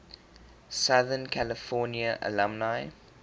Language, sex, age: English, male, 23